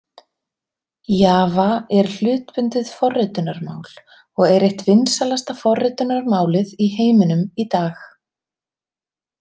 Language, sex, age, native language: Icelandic, female, 30-39, Icelandic